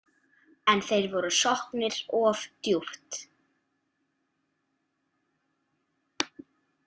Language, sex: Icelandic, female